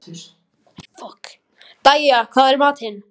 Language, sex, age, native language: Icelandic, male, 14, Icelandic